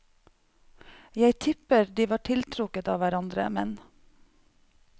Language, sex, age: Norwegian, female, 45